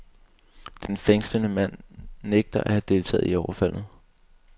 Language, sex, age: Danish, male, 22